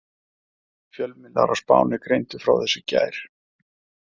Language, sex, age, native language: Icelandic, male, 30-39, Icelandic